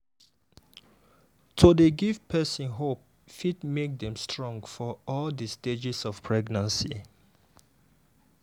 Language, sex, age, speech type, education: Nigerian Pidgin, male, 15-29, spontaneous, tertiary